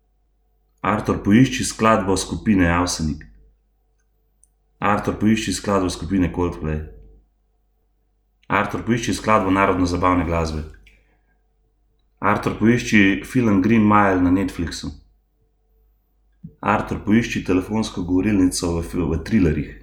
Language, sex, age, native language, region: Slovenian, male, 30-49, Slovenian, Gorenjska region